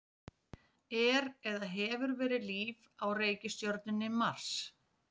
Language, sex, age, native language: Icelandic, female, 40-49, Icelandic